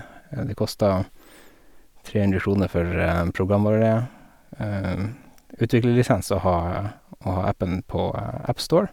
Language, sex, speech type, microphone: Norwegian, male, spontaneous, Sennheiser